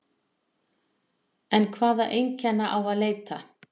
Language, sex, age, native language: Icelandic, female, 40-49, Icelandic